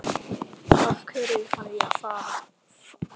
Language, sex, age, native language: Icelandic, male, 11, Icelandic